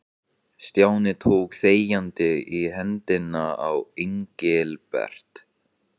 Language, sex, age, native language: Icelandic, male, 15, Icelandic